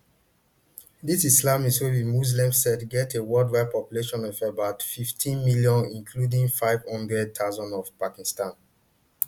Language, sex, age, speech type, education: Nigerian Pidgin, male, 30-45, spontaneous, tertiary